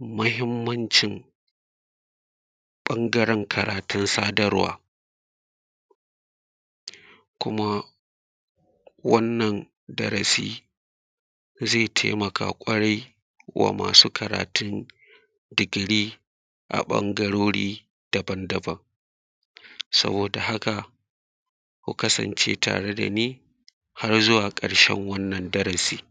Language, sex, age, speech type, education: Hausa, male, 30-45, spontaneous, secondary